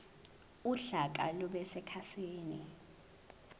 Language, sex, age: Zulu, female, 18